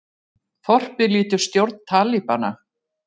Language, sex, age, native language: Icelandic, female, 40-49, Icelandic